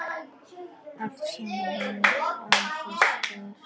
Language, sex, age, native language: Icelandic, female, 9, Icelandic